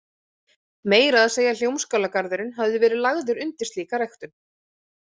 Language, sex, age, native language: Icelandic, female, 30-39, Icelandic